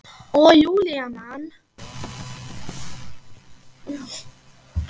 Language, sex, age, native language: Icelandic, male, 8, Icelandic